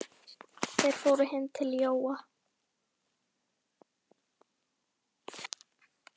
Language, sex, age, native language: Icelandic, male, 11, Icelandic